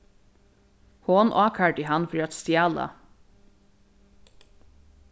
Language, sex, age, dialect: Faroese, female, 36-60, Norðurstreymoy/Eysturoy